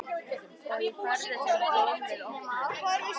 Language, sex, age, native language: Icelandic, female, 13, Icelandic